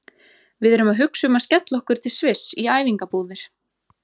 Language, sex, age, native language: Icelandic, female, 20-29, Icelandic